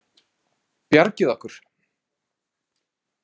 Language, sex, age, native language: Icelandic, male, 30-39, Icelandic